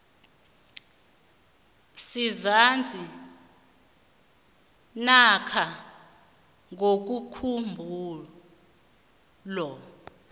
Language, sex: South Ndebele, female